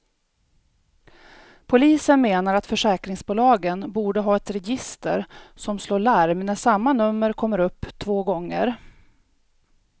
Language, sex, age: Swedish, female, 42